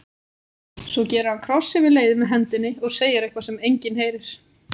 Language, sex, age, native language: Icelandic, female, 18-19, Icelandic